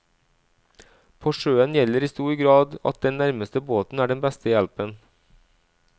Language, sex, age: Norwegian, male, 37